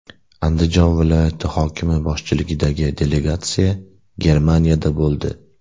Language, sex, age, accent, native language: Uzbek, male, 18-24, Namangan, Uzbek